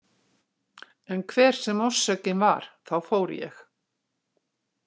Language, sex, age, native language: Icelandic, female, 60-69, Icelandic